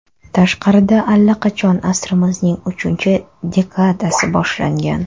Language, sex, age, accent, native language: Uzbek, female, 25-34, Navoiy, Kazakh